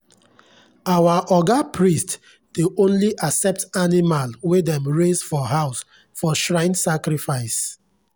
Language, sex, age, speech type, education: Nigerian Pidgin, male, 30-45, spontaneous, tertiary